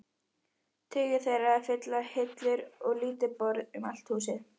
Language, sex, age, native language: Icelandic, female, 11, Icelandic